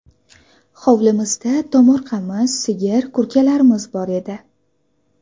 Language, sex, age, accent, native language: Uzbek, female, 18-24, Farg'ona, Uzbek